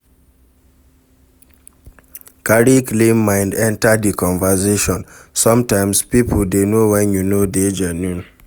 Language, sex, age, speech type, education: Nigerian Pidgin, male, 46-60, read, secondary